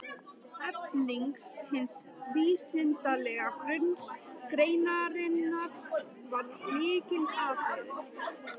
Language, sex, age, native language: Icelandic, female, 13, Icelandic